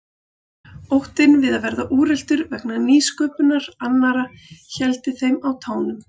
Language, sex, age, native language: Icelandic, female, 40-49, Icelandic